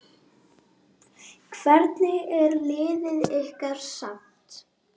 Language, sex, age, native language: Icelandic, female, 8, Icelandic